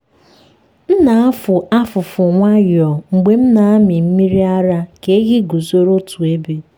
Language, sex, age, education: Igbo, female, 15-29, tertiary